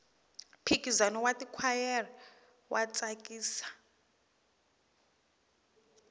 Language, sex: Tsonga, female